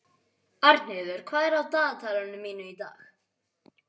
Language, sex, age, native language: Icelandic, other, 12, Icelandic